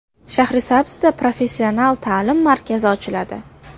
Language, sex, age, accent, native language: Uzbek, female, under 19, Qashqadaryo, Uzbek